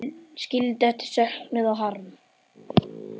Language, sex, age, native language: Icelandic, male, 10, Icelandic